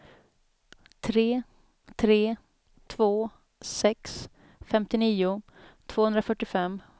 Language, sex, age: Swedish, female, 27